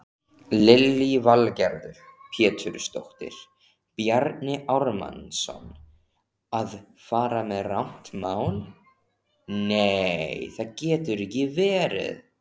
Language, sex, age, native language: Icelandic, male, 14, Icelandic